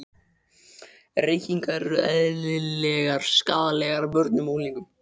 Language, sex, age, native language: Icelandic, male, 12, Icelandic